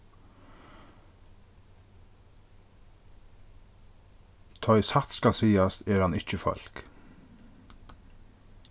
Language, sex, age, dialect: Faroese, male, 36-60, Norðurstreymoy/Eysturoy